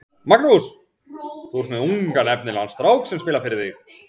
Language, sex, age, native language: Icelandic, male, 40-49, Icelandic